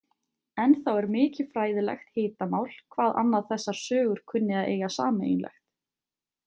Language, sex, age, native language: Icelandic, female, 20-29, Icelandic